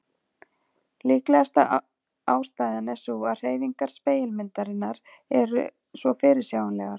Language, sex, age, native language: Icelandic, female, 40-49, Icelandic